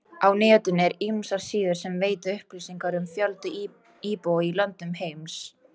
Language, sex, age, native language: Icelandic, female, 18-19, Icelandic